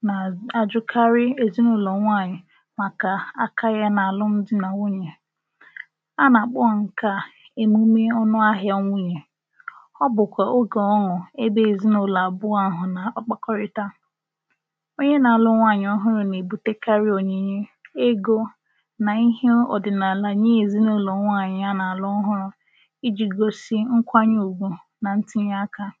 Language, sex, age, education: Igbo, female, 15-29, tertiary